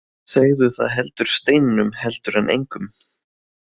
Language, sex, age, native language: Icelandic, male, 20-29, Icelandic